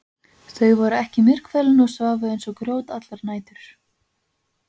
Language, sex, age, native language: Icelandic, female, 20-29, Icelandic